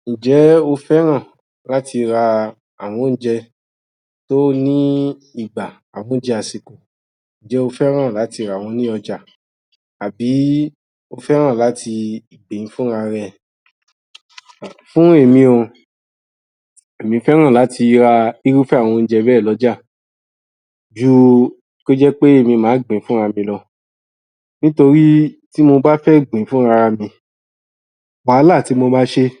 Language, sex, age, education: Yoruba, male, 30-45, tertiary